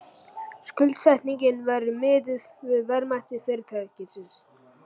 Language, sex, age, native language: Icelandic, male, 40-49, Icelandic